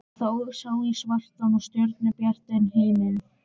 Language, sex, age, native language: Icelandic, male, 14, Icelandic